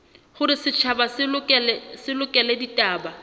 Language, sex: Southern Sotho, female